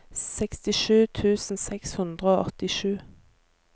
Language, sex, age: Norwegian, female, 24